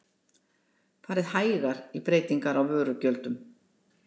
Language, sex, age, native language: Icelandic, female, 60-69, Icelandic